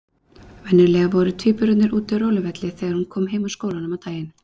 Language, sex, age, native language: Icelandic, female, 30-39, Icelandic